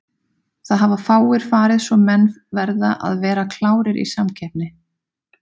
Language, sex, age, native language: Icelandic, female, 30-39, Icelandic